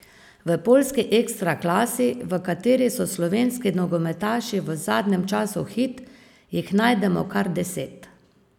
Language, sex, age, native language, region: Slovenian, female, 50-59, Slovenian, Savinja region